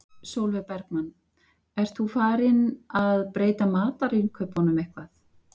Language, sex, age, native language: Icelandic, female, 50-59, Icelandic